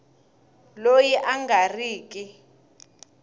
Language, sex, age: Tsonga, female, 20